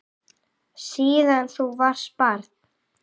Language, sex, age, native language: Icelandic, female, 8, Icelandic